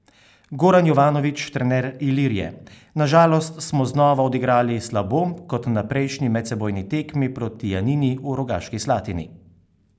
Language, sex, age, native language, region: Slovenian, male, 30-49, Slovenian, Carinthia region